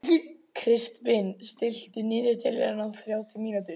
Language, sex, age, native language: Icelandic, male, 11, Icelandic